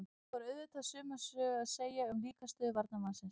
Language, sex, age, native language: Icelandic, female, 30-39, Icelandic